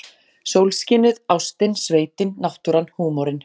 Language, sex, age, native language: Icelandic, female, 40-49, Icelandic